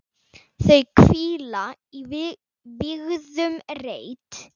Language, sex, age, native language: Icelandic, female, 9, Icelandic